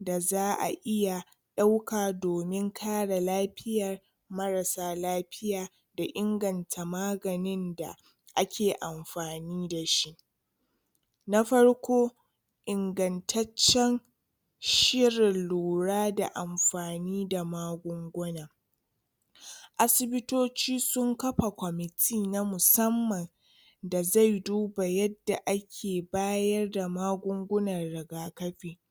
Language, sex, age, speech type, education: Hausa, female, 30-45, spontaneous, tertiary